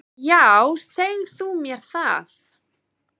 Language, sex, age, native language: Icelandic, female, 20-29, Icelandic